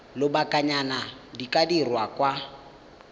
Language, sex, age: Tswana, male, 19